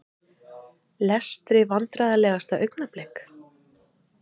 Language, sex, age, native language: Icelandic, female, 30-39, Icelandic